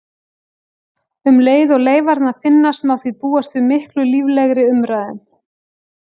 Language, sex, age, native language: Icelandic, female, 40-49, Icelandic